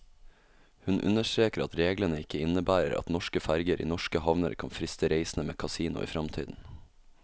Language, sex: Norwegian, male